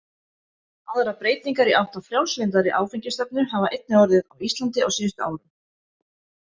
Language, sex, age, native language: Icelandic, female, 30-39, Icelandic